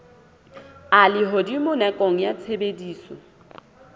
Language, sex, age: Southern Sotho, female, 27